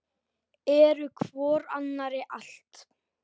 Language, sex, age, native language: Icelandic, male, 10, Icelandic